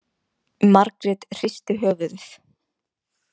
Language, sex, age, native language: Icelandic, female, 20-29, Icelandic